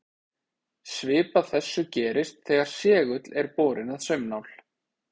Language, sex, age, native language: Icelandic, male, 30-39, Icelandic